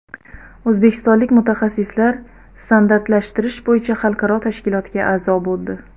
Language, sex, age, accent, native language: Uzbek, female, 30-39, Xorazm, Uzbek